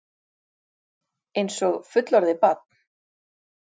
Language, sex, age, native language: Icelandic, female, 40-49, Icelandic